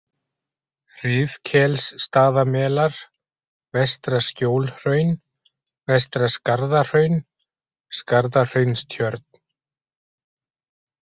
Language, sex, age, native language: Icelandic, male, 40-49, Icelandic